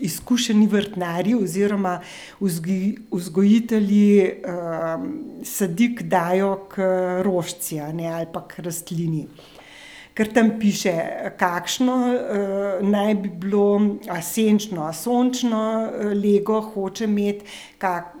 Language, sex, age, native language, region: Slovenian, female, 60+, Slovenian, Central Slovenia